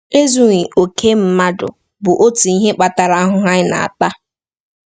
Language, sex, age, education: Igbo, female, 15-29, tertiary